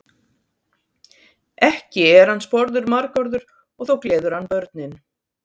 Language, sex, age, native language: Icelandic, female, 50-59, Icelandic